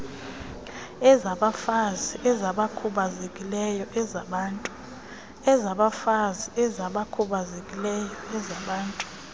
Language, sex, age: Xhosa, female, 22